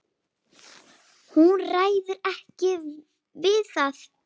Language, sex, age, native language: Icelandic, female, 9, Icelandic